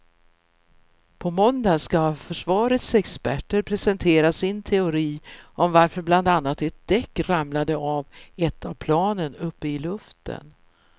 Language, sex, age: Swedish, female, 64